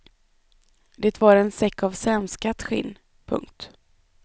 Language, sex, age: Swedish, female, 25